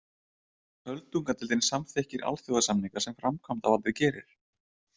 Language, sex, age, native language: Icelandic, male, 30-39, Icelandic